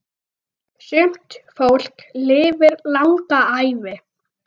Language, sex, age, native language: Icelandic, female, 9, Icelandic